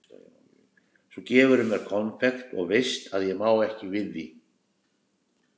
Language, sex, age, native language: Icelandic, male, 60-69, Icelandic